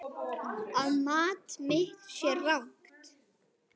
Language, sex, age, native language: Icelandic, male, 9, Icelandic